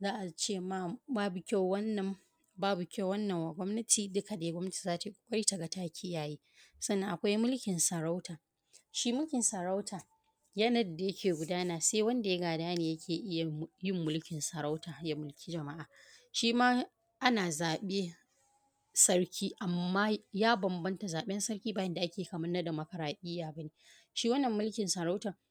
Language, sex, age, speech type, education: Hausa, female, 30-45, spontaneous, primary